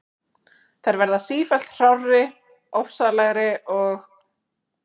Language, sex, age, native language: Icelandic, female, 30-39, Icelandic